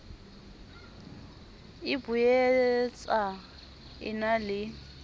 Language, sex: Southern Sotho, female